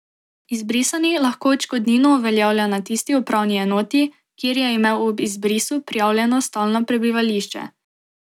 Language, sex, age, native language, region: Slovenian, female, 18-29, Slovenian, Drava region